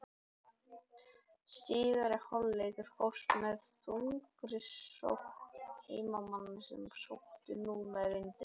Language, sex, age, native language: Icelandic, male, 18-19, Icelandic